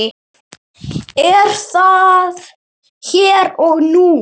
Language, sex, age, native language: Icelandic, male, 8, Icelandic